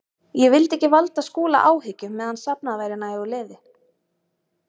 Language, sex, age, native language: Icelandic, female, 30-39, Icelandic